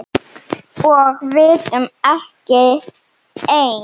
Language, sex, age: Icelandic, female, 7